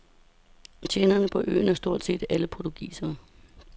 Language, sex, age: Danish, female, 32